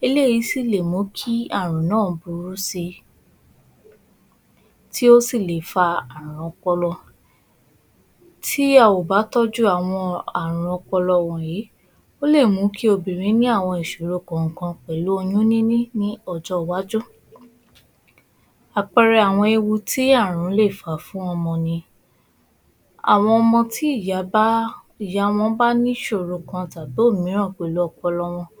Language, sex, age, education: Yoruba, female, 15-29, tertiary